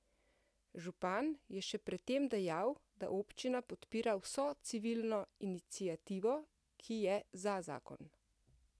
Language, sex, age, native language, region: Slovenian, female, 50-59, Slovenian, Central Slovenia